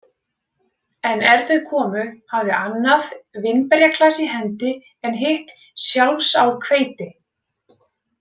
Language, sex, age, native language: Icelandic, female, 30-39, Icelandic